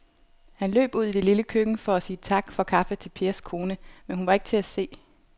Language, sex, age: Danish, female, 25